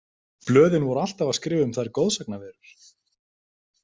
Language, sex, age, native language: Icelandic, male, 20-29, Icelandic